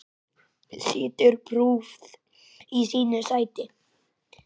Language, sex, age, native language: Icelandic, male, 9, Icelandic